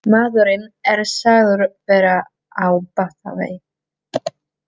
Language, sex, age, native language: Icelandic, female, 30-39, Czech